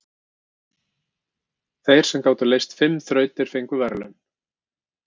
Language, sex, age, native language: Icelandic, male, 50-59, Icelandic